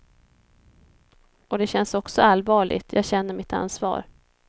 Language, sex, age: Swedish, female, 26